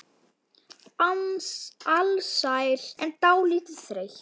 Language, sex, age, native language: Icelandic, male, 9, Icelandic